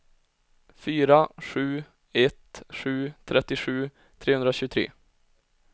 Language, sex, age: Swedish, male, 20